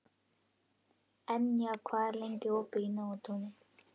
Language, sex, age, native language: Icelandic, female, 11, Icelandic